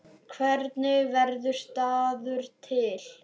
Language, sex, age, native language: Icelandic, male, 9, Icelandic